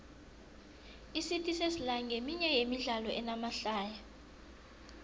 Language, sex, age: South Ndebele, female, 22